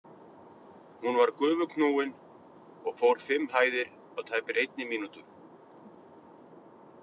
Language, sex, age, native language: Icelandic, male, 50-59, Icelandic